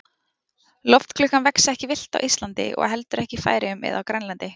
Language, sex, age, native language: Icelandic, female, 20-29, Icelandic